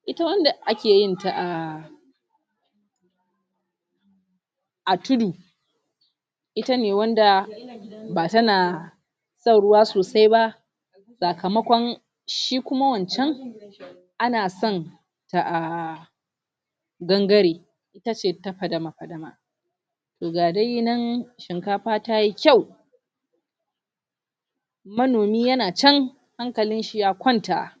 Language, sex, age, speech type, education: Hausa, female, 46-60, spontaneous, tertiary